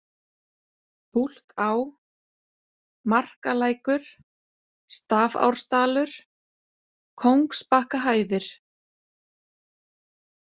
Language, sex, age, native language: Icelandic, female, 30-39, Icelandic